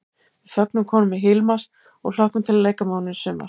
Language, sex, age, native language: Icelandic, female, 70-79, Icelandic